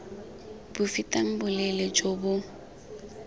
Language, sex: Tswana, female